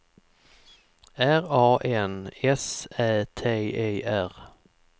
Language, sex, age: Swedish, male, 44